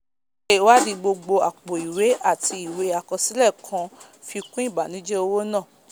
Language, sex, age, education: Yoruba, female, 15-29, tertiary